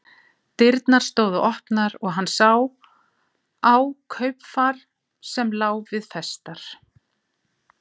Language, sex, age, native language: Icelandic, female, 40-49, Icelandic